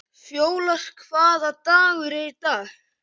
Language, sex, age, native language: Icelandic, male, 11, Icelandic